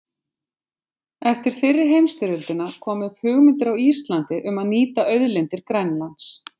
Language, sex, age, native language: Icelandic, female, 50-59, Icelandic